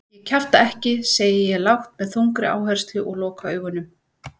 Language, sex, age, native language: Icelandic, female, 40-49, Icelandic